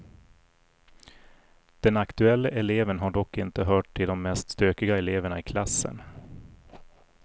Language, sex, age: Swedish, male, 40